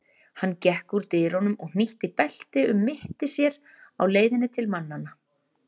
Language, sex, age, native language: Icelandic, female, 30-39, Icelandic